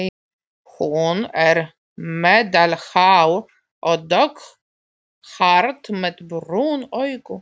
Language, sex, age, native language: Icelandic, female, 40-49, Polish